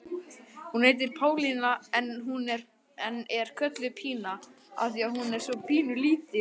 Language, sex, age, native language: Icelandic, male, 20-29, Icelandic